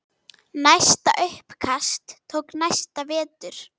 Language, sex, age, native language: Icelandic, female, 10, Icelandic